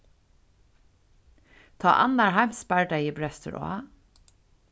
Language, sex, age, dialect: Faroese, female, 36-60, Suðurstreymoy